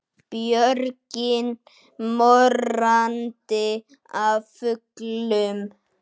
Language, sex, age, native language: Icelandic, male, 9, Icelandic